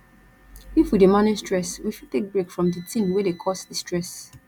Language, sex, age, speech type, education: Nigerian Pidgin, female, 15-29, spontaneous, tertiary